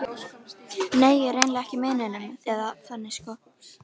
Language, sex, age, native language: Icelandic, female, 13, Icelandic